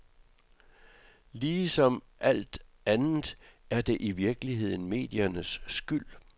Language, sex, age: Danish, male, 66